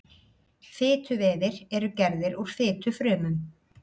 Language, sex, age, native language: Icelandic, female, 30-39, Icelandic